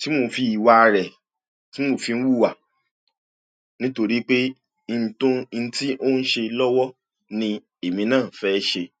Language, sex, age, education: Yoruba, male, 46-60, tertiary